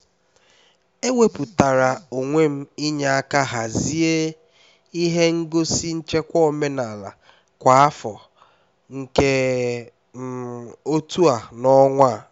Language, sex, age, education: Igbo, male, 15-29, tertiary